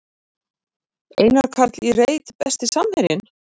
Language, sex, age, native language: Icelandic, female, 40-49, Icelandic